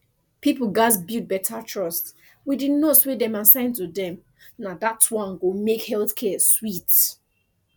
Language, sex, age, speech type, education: Nigerian Pidgin, female, 15-29, spontaneous, tertiary